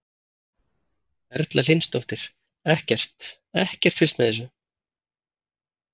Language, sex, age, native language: Icelandic, male, 30-39, Icelandic